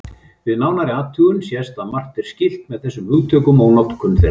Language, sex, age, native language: Icelandic, male, 50-59, Icelandic